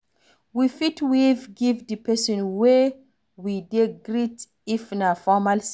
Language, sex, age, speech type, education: Nigerian Pidgin, female, 46-60, read, tertiary